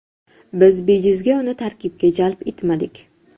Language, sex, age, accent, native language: Uzbek, female, 12-17, Jizzax, Uzbek